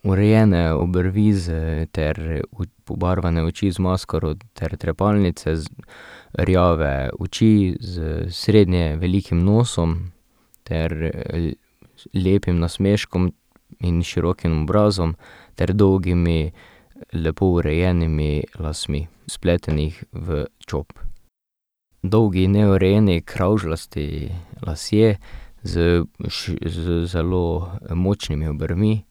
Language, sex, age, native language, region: Slovenian, male, 18-29, Slovenian, Drava region